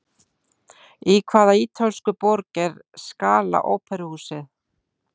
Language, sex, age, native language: Icelandic, female, 60-69, Icelandic